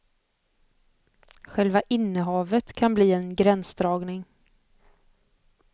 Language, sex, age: Swedish, female, 25